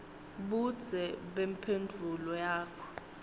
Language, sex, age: Swati, female, 19